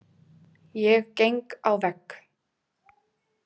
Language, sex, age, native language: Icelandic, female, 20-29, Icelandic